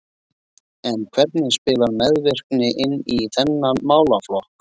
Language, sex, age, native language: Icelandic, male, 20-29, Icelandic